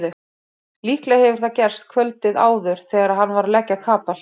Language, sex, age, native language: Icelandic, female, 30-39, Icelandic